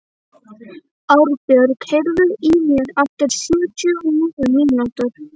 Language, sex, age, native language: Icelandic, female, 11, Icelandic